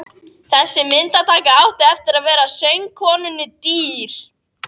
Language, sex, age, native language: Icelandic, female, 11, Icelandic